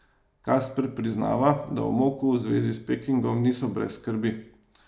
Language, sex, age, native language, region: Slovenian, male, 30-49, Slovenian, Savinja region